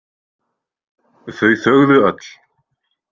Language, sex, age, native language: Icelandic, male, 20-29, Icelandic